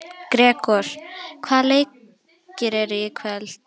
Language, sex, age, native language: Icelandic, female, 11, Icelandic